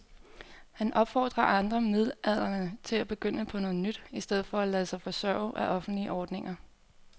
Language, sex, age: Danish, female, 24